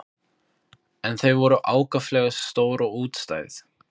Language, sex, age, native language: Icelandic, male, 15, Icelandic